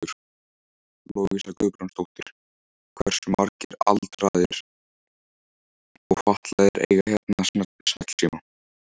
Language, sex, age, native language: Icelandic, male, 14, Icelandic